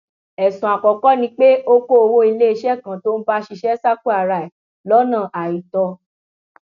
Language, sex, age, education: Yoruba, female, 15-29, tertiary